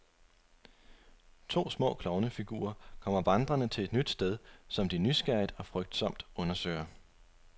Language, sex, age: Danish, male, 25